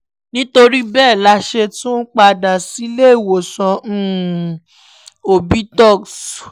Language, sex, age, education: Yoruba, female, 15-29, tertiary